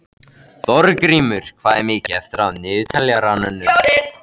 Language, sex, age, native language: Icelandic, male, 13, Icelandic